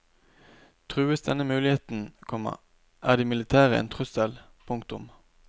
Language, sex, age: Norwegian, male, 29